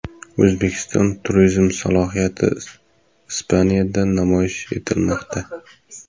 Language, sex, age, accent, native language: Uzbek, male, 18-24, Samarqand, Uzbek